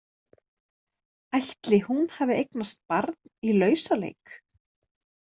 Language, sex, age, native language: Icelandic, female, 30-39, Icelandic